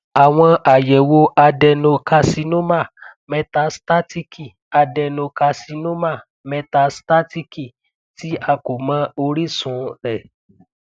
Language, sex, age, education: Yoruba, male, 15-29, tertiary